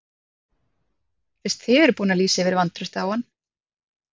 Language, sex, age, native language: Icelandic, female, 30-39, Icelandic